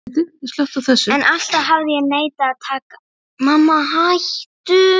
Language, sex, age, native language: Icelandic, female, 11, Icelandic